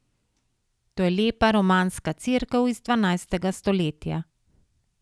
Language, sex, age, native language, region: Slovenian, female, 50-59, Slovenian, Savinja region